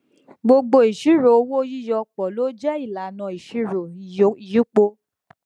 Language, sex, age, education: Yoruba, female, 15-29, tertiary